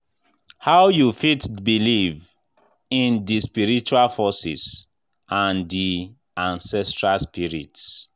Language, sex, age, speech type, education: Nigerian Pidgin, male, 15-29, spontaneous, tertiary